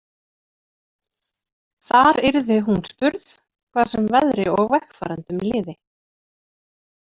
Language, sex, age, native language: Icelandic, female, 30-39, Icelandic